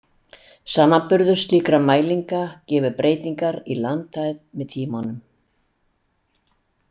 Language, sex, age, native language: Icelandic, female, 60-69, Icelandic